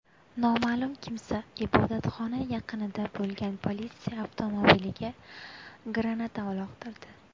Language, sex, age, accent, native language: Uzbek, female, 19-29, Buxoro, Uzbek